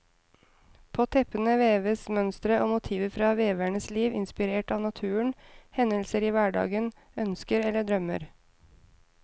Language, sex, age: Norwegian, female, 30